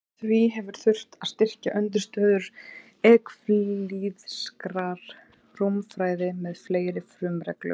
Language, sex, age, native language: Icelandic, female, 30-39, Icelandic